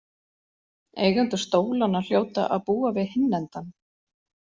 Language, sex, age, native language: Icelandic, female, 40-49, Icelandic